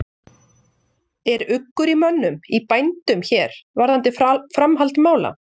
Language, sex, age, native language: Icelandic, female, 40-49, Icelandic